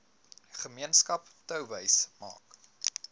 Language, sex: Afrikaans, male